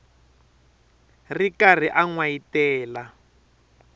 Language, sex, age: Tsonga, male, 23